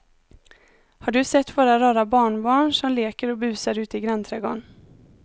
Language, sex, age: Swedish, female, 19